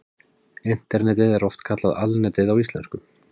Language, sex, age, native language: Icelandic, male, 30-39, Icelandic